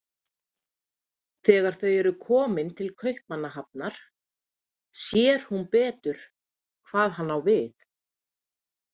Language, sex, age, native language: Icelandic, female, 30-39, Icelandic